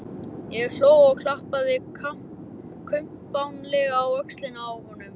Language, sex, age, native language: Icelandic, male, 11, Icelandic